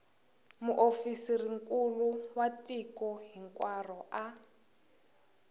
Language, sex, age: Tsonga, female, 21